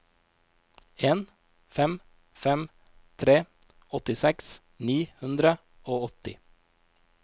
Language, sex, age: Norwegian, male, 29